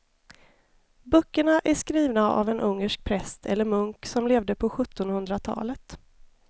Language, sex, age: Swedish, female, 33